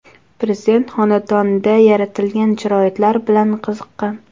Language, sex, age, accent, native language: Uzbek, female, 19-29, Toshkent shahri, Uzbek